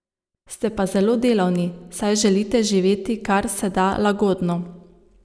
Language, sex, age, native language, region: Slovenian, female, 30-49, Slovenian, Savinja region